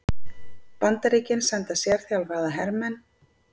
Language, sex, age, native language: Icelandic, female, 50-59, Icelandic